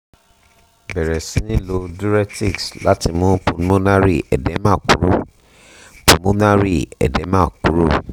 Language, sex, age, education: Yoruba, male, 30-45, tertiary